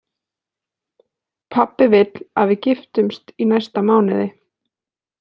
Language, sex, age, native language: Icelandic, female, 20-29, Icelandic